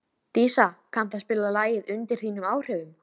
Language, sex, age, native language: Icelandic, female, 13, Icelandic